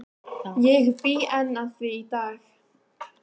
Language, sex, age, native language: Icelandic, female, 18-19, Icelandic